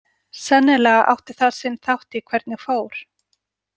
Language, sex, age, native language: Icelandic, female, 40-49, Icelandic